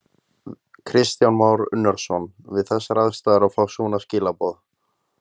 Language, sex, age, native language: Icelandic, male, 20-29, Icelandic